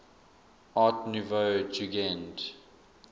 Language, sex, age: English, male, 24